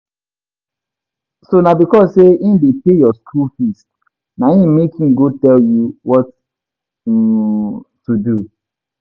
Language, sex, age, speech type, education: Nigerian Pidgin, male, 15-29, spontaneous, tertiary